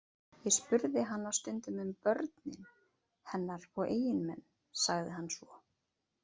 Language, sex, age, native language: Icelandic, female, 30-39, Icelandic